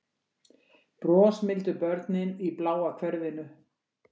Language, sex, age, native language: Icelandic, female, 60-69, Icelandic